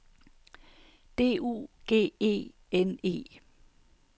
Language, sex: Danish, female